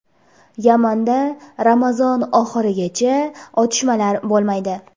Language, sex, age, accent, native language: Uzbek, female, 18-24, Jizzax, Uzbek